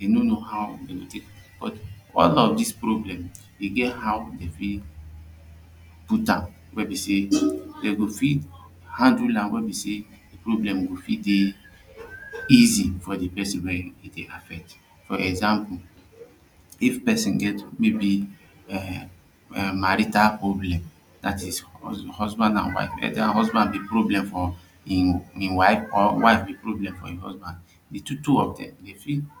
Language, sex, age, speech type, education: Nigerian Pidgin, male, 30-45, spontaneous, tertiary